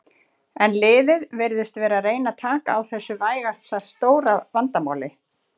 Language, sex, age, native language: Icelandic, female, 40-49, Icelandic